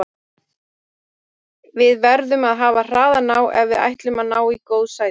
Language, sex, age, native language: Icelandic, female, 30-39, Icelandic